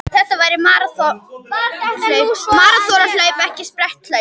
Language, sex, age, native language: Icelandic, female, 18-19, Icelandic